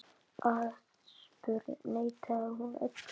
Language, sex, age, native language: Icelandic, male, 10, Icelandic